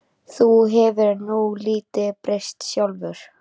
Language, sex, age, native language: Icelandic, male, 13, Icelandic